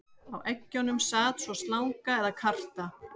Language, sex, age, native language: Icelandic, female, 40-49, Icelandic